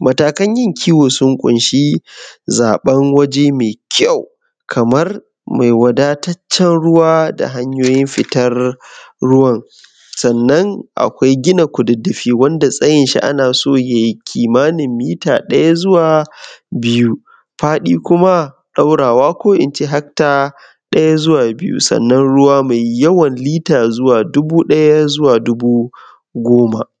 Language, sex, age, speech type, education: Hausa, male, 15-29, spontaneous, secondary